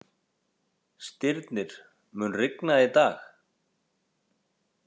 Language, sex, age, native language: Icelandic, male, 40-49, Icelandic